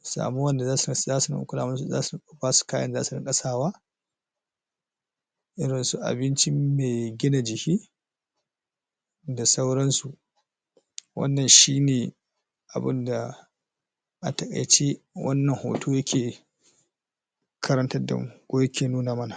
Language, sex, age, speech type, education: Hausa, male, 30-45, spontaneous, tertiary